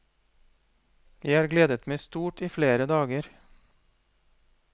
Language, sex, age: Norwegian, male, 40